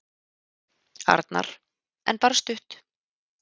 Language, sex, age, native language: Icelandic, female, 30-39, Icelandic